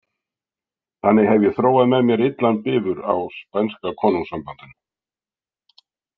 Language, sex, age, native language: Icelandic, male, 60-69, Icelandic